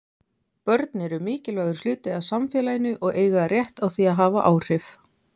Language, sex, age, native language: Icelandic, female, 20-29, Icelandic